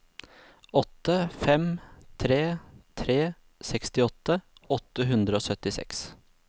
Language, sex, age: Norwegian, male, 26